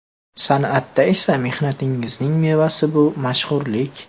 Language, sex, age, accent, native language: Uzbek, male, 18-24, Farg'ona, Uzbek